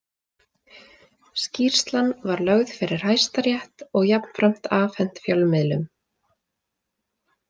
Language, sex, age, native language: Icelandic, female, 20-29, Icelandic